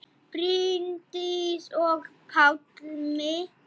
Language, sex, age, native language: Icelandic, male, 8, Icelandic